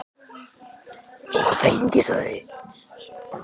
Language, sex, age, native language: Icelandic, male, 8, Icelandic